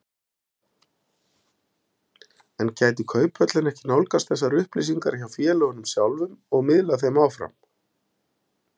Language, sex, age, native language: Icelandic, male, 50-59, Icelandic